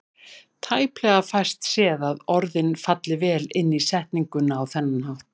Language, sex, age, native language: Icelandic, female, 50-59, Icelandic